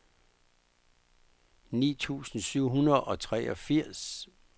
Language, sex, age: Danish, male, 59